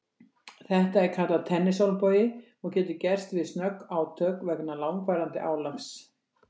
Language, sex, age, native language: Icelandic, female, 60-69, Icelandic